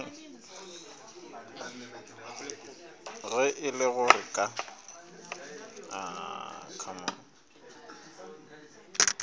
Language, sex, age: Northern Sotho, female, 22